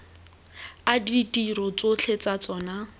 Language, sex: Tswana, female